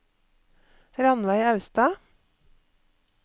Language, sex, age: Norwegian, female, 48